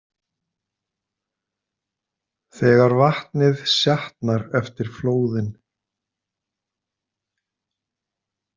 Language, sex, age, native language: Icelandic, male, 50-59, Icelandic